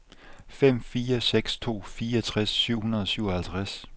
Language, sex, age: Danish, male, 24